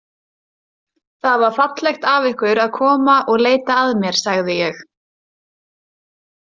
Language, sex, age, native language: Icelandic, female, 20-29, Icelandic